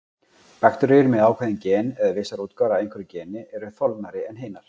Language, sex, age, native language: Icelandic, male, 40-49, Icelandic